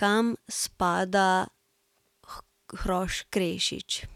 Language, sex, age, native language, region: Slovenian, female, 18-29, Slovenian, Central Slovenia